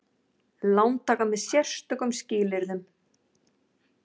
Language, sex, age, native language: Icelandic, female, 40-49, Icelandic